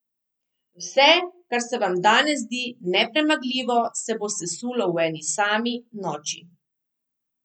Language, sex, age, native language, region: Slovenian, female, 30-49, Slovenian, Southeast Slovenia